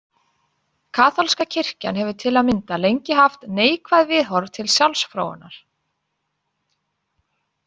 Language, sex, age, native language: Icelandic, female, 40-49, Icelandic